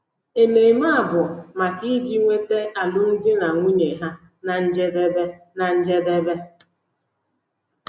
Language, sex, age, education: Igbo, female, 30-45, tertiary